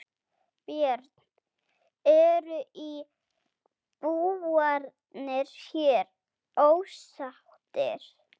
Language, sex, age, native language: Icelandic, female, 8, Icelandic